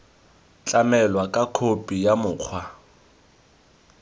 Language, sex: Tswana, male